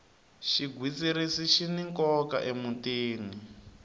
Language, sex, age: Tsonga, male, 19